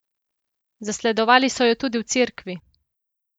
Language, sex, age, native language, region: Slovenian, female, 18-29, Slovenian, Central Slovenia